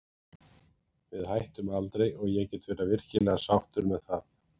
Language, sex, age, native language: Icelandic, male, 40-49, Icelandic